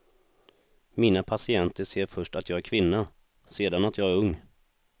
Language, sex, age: Swedish, male, 26